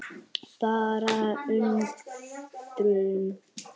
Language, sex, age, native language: Icelandic, female, 9, Icelandic